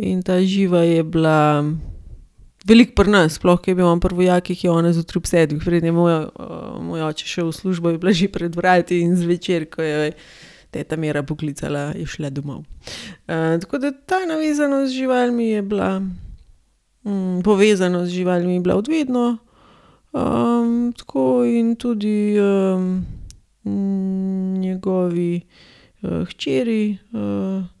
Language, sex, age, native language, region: Slovenian, female, 30-49, Slovenian, Gorenjska region